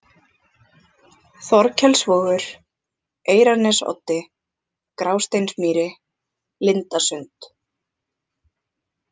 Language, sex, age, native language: Icelandic, other, 20-29, Icelandic